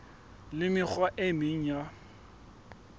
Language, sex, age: Southern Sotho, male, 21